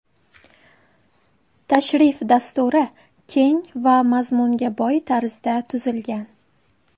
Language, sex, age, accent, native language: Uzbek, female, 18-24, Qashqadaryo, Uzbek